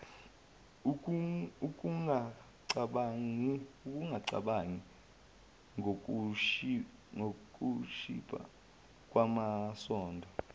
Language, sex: Zulu, male